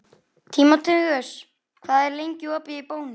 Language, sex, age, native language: Icelandic, female, 11, Icelandic